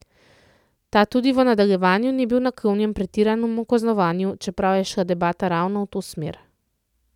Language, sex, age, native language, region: Slovenian, female, 30-49, Slovenian, Central Slovenia